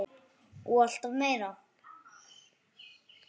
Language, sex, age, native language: Icelandic, male, 9, Icelandic